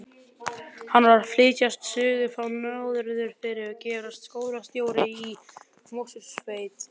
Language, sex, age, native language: Icelandic, male, 20-29, Icelandic